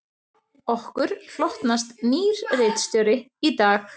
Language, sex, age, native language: Icelandic, female, 30-39, Icelandic